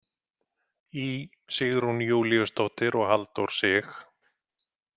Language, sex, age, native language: Icelandic, male, 50-59, Icelandic